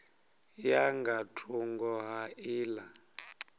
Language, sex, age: Venda, male, 37